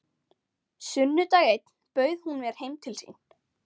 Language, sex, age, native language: Icelandic, female, 13, Icelandic